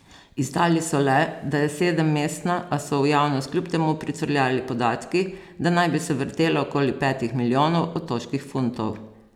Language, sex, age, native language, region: Slovenian, female, 50-59, Slovenian, Posavska region